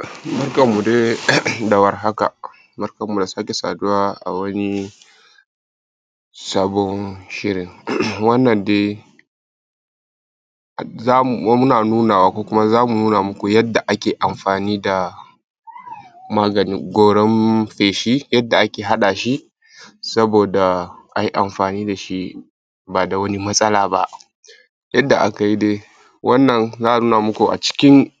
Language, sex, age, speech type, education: Hausa, male, 30-45, spontaneous, primary